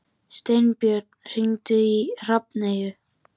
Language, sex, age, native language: Icelandic, male, 13, Icelandic